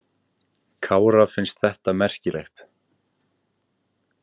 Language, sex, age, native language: Icelandic, male, 18-19, Icelandic